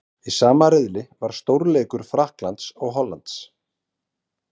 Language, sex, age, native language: Icelandic, male, 30-39, Icelandic